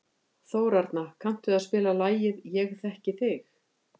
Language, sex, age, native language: Icelandic, female, 50-59, Icelandic